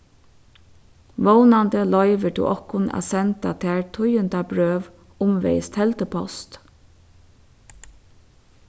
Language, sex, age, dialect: Faroese, female, 36-60, Suðurstreymoy